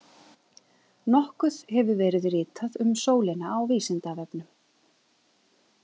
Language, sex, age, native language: Icelandic, female, 30-39, Icelandic